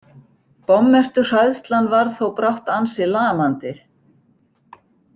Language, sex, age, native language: Icelandic, female, 60-69, Icelandic